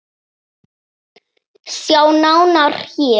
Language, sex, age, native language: Icelandic, female, 7, Icelandic